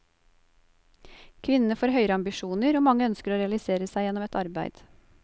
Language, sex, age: Norwegian, female, 28